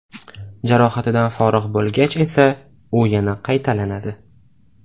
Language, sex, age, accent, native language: Uzbek, male, 18-24, Toshkent viloyati, Uzbek